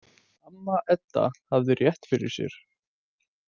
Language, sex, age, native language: Icelandic, male, 20-29, Icelandic